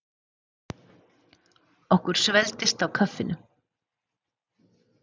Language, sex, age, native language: Icelandic, female, 40-49, Icelandic